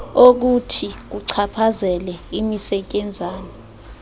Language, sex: Xhosa, female